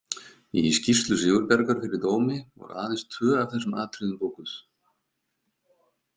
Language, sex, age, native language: Icelandic, male, 50-59, Icelandic